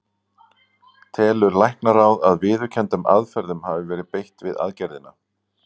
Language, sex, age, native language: Icelandic, male, 40-49, Icelandic